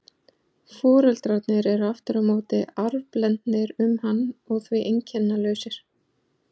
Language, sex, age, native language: Icelandic, female, 40-49, Icelandic